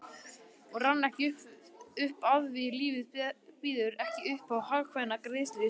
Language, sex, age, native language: Icelandic, male, 40-49, Icelandic